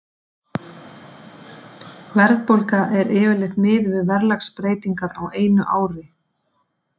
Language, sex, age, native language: Icelandic, female, 40-49, Icelandic